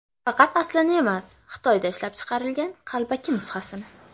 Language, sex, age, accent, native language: Uzbek, female, under 19, Farg'ona, Uzbek